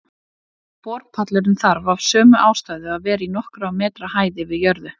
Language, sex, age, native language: Icelandic, female, 30-39, Icelandic